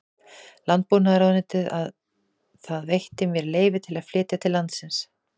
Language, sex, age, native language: Icelandic, female, 40-49, Icelandic